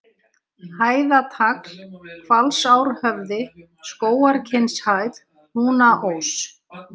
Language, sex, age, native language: Icelandic, female, 60-69, Icelandic